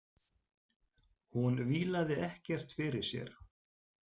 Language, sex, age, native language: Icelandic, male, 40-49, Icelandic